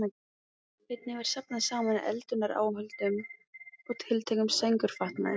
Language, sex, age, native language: Icelandic, female, 15, Icelandic